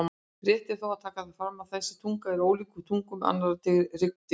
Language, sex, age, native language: Icelandic, female, 60-69, Icelandic